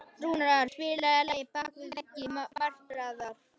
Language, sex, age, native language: Icelandic, other, 12, Icelandic